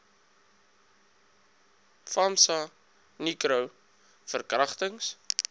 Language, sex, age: Afrikaans, male, 22